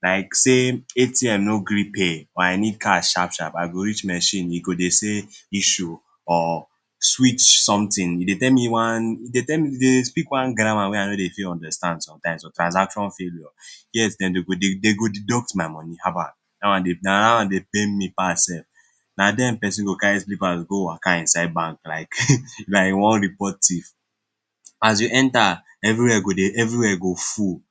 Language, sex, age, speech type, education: Nigerian Pidgin, male, 15-29, spontaneous, secondary